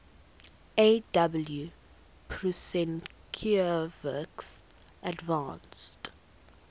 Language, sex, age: English, female, 19